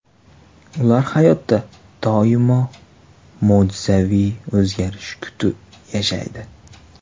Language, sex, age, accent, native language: Uzbek, male, 18-24, Toshkent shahri, Uzbek